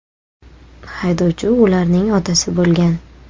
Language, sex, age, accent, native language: Uzbek, female, 18-24, Toshkent shahri, Uzbek